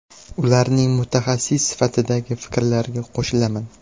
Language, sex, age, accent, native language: Uzbek, male, 18-24, Sirdaryo, Uzbek